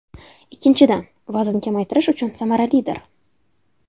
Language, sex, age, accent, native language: Uzbek, female, 19-29, Toshkent shahri, Uzbek